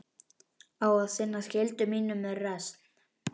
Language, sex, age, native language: Icelandic, male, 11, Icelandic